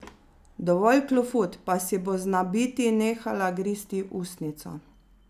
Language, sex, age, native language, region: Slovenian, female, 30-49, Slovenian, Zasavska region